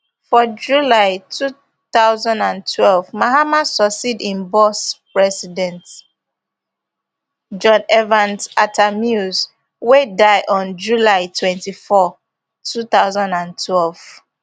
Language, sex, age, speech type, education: Nigerian Pidgin, female, 15-29, spontaneous, tertiary